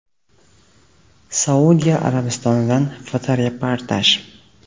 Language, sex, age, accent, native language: Uzbek, male, 18-24, Jizzax, Uzbek